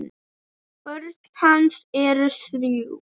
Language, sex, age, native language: Icelandic, female, 8, Icelandic